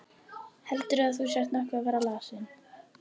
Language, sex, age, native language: Icelandic, female, 12, Icelandic